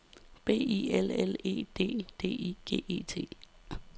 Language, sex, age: Danish, female, 32